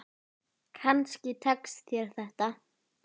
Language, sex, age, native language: Icelandic, female, 10, Icelandic